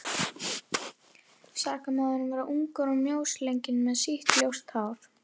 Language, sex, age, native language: Icelandic, female, 11, Icelandic